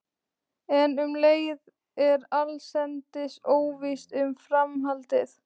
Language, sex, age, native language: Icelandic, female, 14, Icelandic